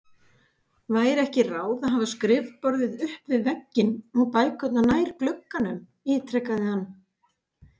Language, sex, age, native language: Icelandic, female, 50-59, Icelandic